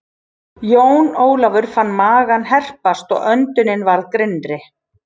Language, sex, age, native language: Icelandic, female, 40-49, Icelandic